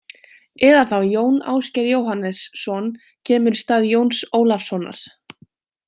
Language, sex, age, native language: Icelandic, female, 18-19, Icelandic